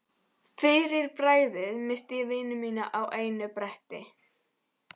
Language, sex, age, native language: Icelandic, female, 11, Icelandic